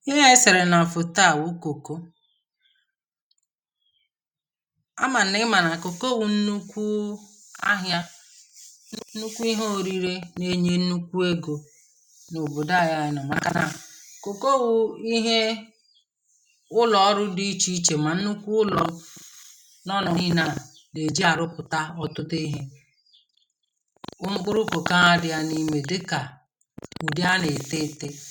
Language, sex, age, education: Igbo, female, 30-45, tertiary